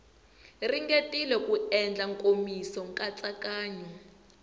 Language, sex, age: Tsonga, female, 20